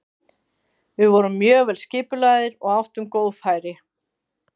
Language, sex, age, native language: Icelandic, female, 50-59, Icelandic